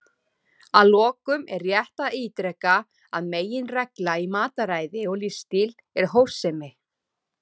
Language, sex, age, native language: Icelandic, female, 30-39, Icelandic